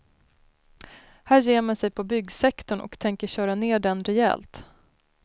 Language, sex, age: Swedish, female, 33